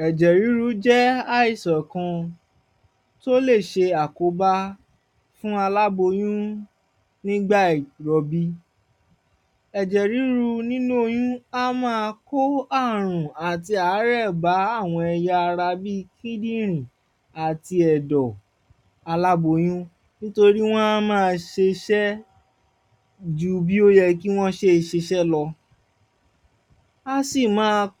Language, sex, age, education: Yoruba, male, 15-29, tertiary